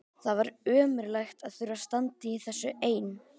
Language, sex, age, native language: Icelandic, male, 13, Icelandic